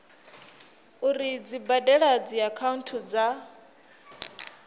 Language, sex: Venda, female